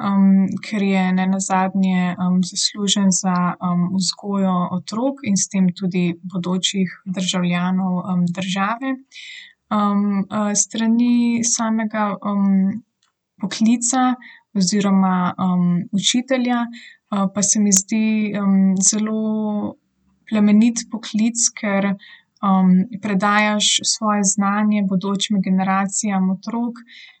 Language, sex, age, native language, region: Slovenian, female, 18-29, Slovenian, Southeast Slovenia